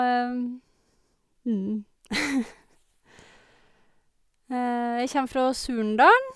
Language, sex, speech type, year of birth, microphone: Norwegian, female, spontaneous, 1984, Sennheiser